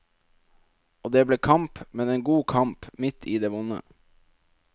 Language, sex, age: Norwegian, male, 27